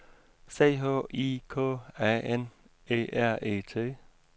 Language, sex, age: Danish, male, 56